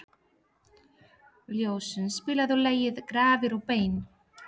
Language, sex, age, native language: Icelandic, female, 30-39, Polish